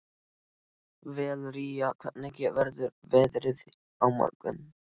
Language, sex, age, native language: Icelandic, male, 12, Icelandic